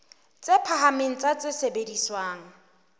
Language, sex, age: Southern Sotho, female, 23